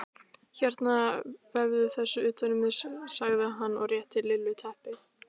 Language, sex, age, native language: Icelandic, female, 16, Icelandic